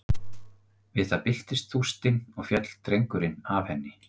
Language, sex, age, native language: Icelandic, male, 50-59, Icelandic